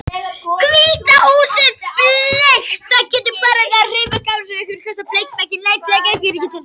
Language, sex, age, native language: Icelandic, male, 60-69, Icelandic